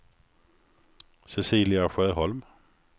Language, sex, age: Swedish, male, 49